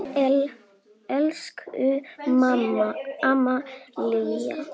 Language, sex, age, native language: Icelandic, female, 10, Icelandic